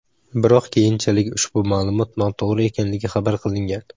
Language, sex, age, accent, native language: Uzbek, male, under 19, Samarqand, Uzbek